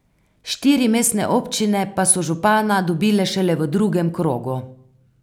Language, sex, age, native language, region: Slovenian, female, 50-59, Slovenian, Carinthia region